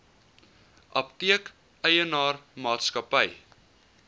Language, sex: Afrikaans, male